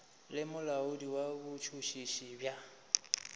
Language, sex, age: Northern Sotho, male, 25